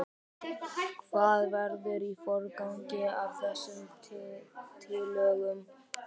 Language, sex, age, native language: Icelandic, male, 12, Icelandic